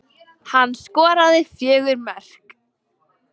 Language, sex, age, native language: Icelandic, female, 18-19, Icelandic